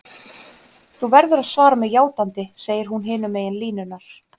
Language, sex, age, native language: Icelandic, female, 30-39, Icelandic